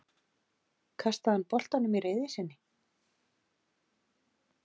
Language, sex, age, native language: Icelandic, female, 40-49, Icelandic